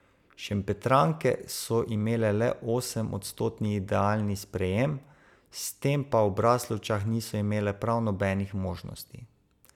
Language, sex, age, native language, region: Slovenian, male, 30-49, Slovenian, Savinja region